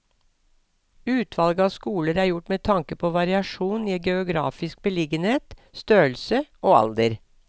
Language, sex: Norwegian, female